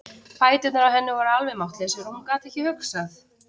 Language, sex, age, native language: Icelandic, female, 30-39, Icelandic